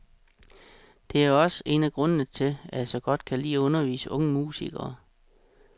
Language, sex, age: Danish, male, 36